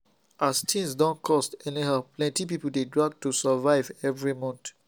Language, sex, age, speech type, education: Nigerian Pidgin, male, 30-45, spontaneous, tertiary